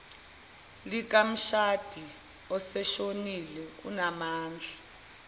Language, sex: Zulu, female